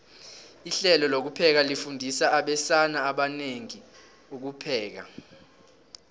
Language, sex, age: South Ndebele, male, 18